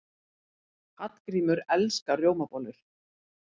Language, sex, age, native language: Icelandic, female, 40-49, Icelandic